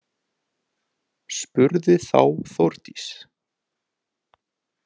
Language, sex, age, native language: Icelandic, male, 40-49, Icelandic